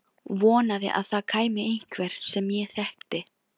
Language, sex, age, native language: Icelandic, female, 16, Filipino